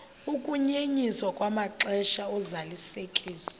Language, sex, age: Xhosa, female, 23